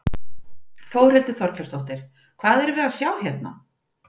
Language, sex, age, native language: Icelandic, female, 40-49, Icelandic